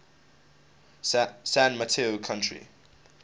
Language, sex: English, male